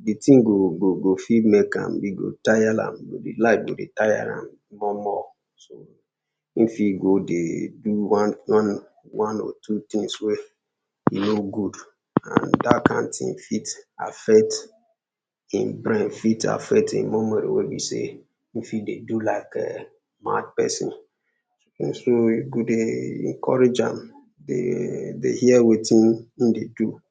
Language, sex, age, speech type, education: Nigerian Pidgin, male, 15-29, spontaneous, secondary